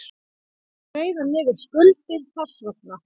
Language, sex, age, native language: Icelandic, female, 40-49, Icelandic